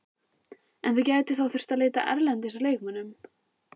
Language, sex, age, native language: Icelandic, female, 14, Icelandic